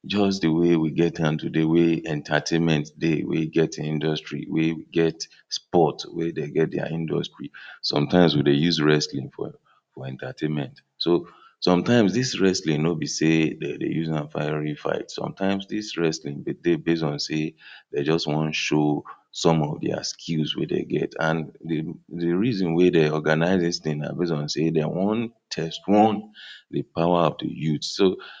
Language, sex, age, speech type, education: Nigerian Pidgin, male, 30-45, spontaneous, tertiary